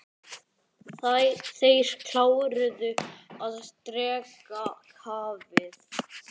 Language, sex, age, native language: Icelandic, male, 9, Icelandic